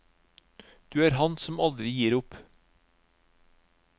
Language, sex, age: Norwegian, male, 36